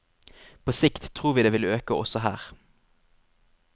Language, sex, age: Norwegian, male, 25